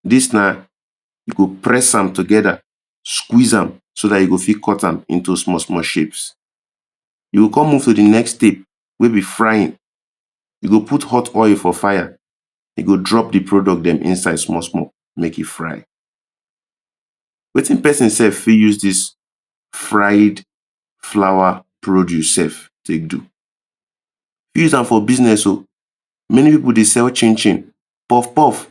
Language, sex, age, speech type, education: Nigerian Pidgin, male, 30-45, spontaneous, tertiary